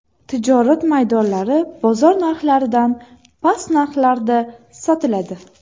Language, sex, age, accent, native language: Uzbek, female, 18-24, Toshkent shahri, Uzbek